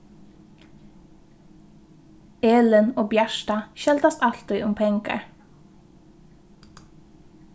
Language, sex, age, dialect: Faroese, female, 15-35, Norðurstreymoy/Eysturoy